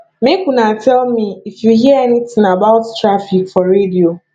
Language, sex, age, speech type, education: Nigerian Pidgin, female, 15-29, spontaneous, tertiary